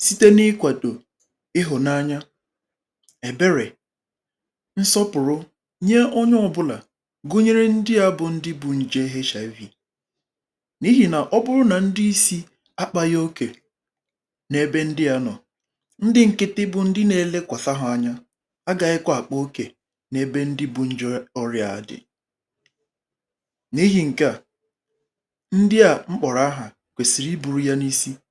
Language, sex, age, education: Igbo, male, 30-45, tertiary